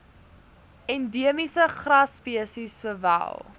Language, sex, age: Afrikaans, female, 19